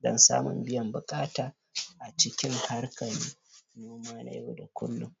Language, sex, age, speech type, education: Hausa, male, 15-29, spontaneous, primary